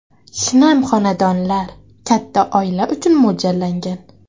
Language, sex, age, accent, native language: Uzbek, female, 18-24, Qashqadaryo, Uzbek